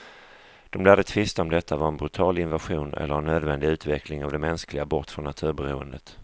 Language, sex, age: Swedish, male, 35